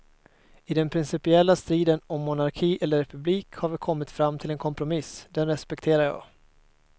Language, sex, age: Swedish, male, 22